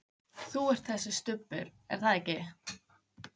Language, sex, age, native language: Icelandic, female, 15, Icelandic